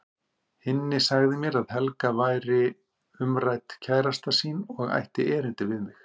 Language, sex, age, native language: Icelandic, male, 50-59, Icelandic